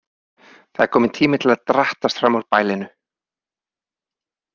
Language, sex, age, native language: Icelandic, male, 30-39, Icelandic